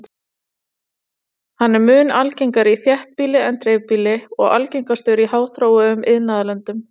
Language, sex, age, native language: Icelandic, female, 30-39, Icelandic